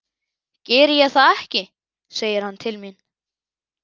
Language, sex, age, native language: Icelandic, male, 11, Icelandic